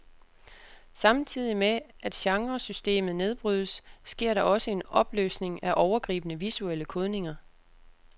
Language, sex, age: Danish, female, 36